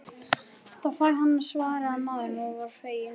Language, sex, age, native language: Icelandic, male, 11, Icelandic